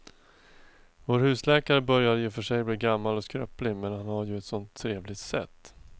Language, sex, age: Swedish, male, 42